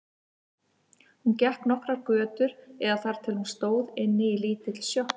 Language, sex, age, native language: Icelandic, female, 50-59, Icelandic